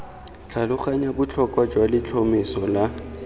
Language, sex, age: Tswana, male, 23